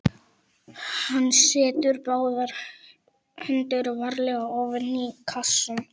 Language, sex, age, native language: Icelandic, male, 11, Icelandic